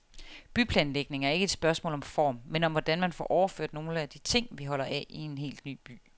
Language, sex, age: Danish, female, 30